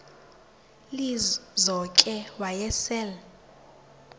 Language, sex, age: Xhosa, female, 20